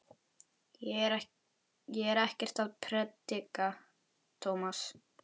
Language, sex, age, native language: Icelandic, male, 11, Icelandic